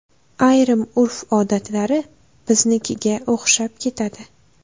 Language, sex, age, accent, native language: Uzbek, female, 18-24, Farg'ona, Uzbek